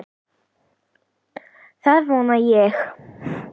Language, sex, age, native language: Icelandic, female, 10, Icelandic